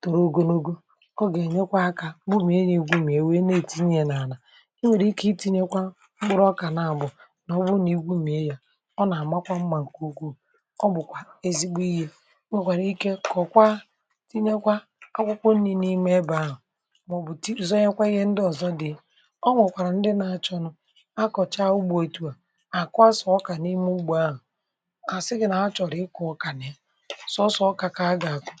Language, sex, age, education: Igbo, male, 30-45, tertiary